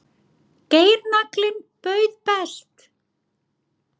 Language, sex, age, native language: Icelandic, female, 40-49, Icelandic